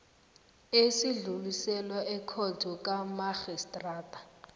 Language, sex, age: South Ndebele, female, 19